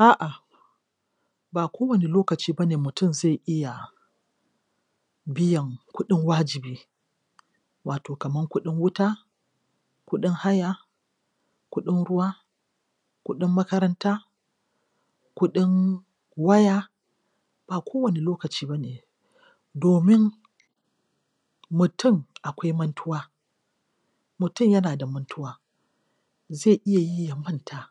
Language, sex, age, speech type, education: Hausa, female, 46-60, spontaneous, tertiary